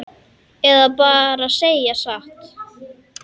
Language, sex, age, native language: Icelandic, male, 10, Icelandic